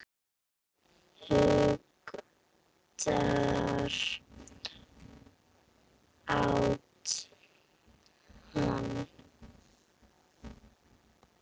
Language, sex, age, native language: Icelandic, female, 8, Icelandic